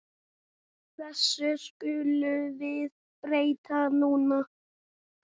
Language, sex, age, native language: Icelandic, male, 6, Icelandic